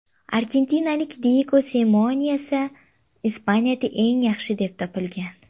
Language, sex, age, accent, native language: Uzbek, female, under 19, Samarqand, Uzbek